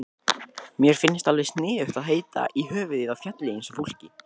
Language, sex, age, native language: Icelandic, male, 20-29, Icelandic